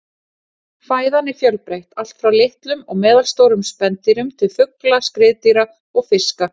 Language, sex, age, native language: Icelandic, female, 40-49, Icelandic